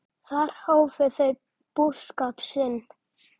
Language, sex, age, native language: Icelandic, male, 9, Icelandic